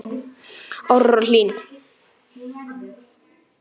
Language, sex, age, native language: Icelandic, male, 9, Icelandic